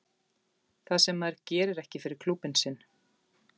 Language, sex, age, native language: Icelandic, female, 40-49, Icelandic